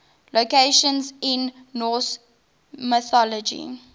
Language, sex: English, female